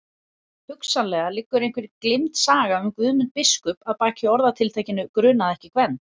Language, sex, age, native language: Icelandic, female, 40-49, Icelandic